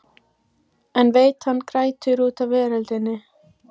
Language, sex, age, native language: Icelandic, female, 14, Icelandic